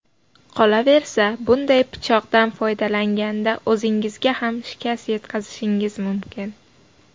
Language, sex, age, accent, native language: Uzbek, female, 19-29, Buxoro, Uzbek